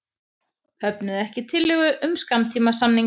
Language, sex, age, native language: Icelandic, female, 30-39, Icelandic